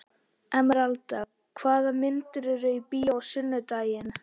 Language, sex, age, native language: Icelandic, male, 13, Icelandic